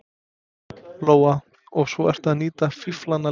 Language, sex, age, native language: Icelandic, male, 20-29, Serbo-Croatian